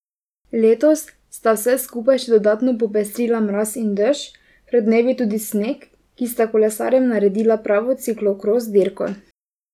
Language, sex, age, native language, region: Slovenian, female, 18-29, Slovenian, Drava region